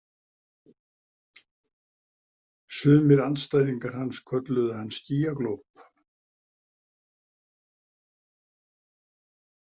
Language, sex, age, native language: Icelandic, male, 70-79, Icelandic